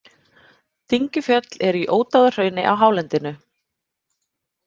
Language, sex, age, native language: Icelandic, female, 30-39, Icelandic